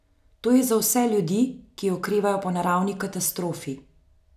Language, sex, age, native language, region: Slovenian, female, 30-49, Slovenian, Central Slovenia